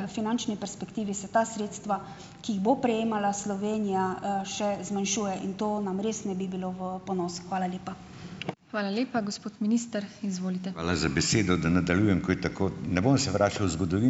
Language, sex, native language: Slovenian, female, Slovenian